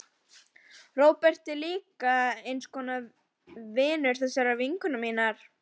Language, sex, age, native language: Icelandic, female, 12, Icelandic